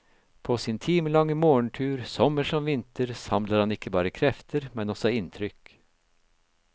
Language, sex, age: Norwegian, male, 56